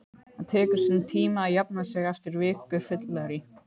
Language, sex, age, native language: Icelandic, male, 15, Icelandic